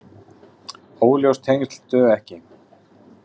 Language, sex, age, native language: Icelandic, male, 40-49, Icelandic